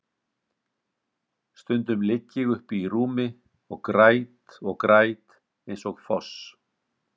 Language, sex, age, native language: Icelandic, male, 50-59, Icelandic